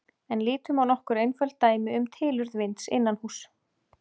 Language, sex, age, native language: Icelandic, female, 30-39, Icelandic